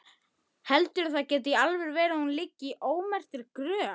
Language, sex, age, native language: Icelandic, female, 10, Icelandic